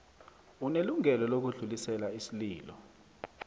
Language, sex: South Ndebele, male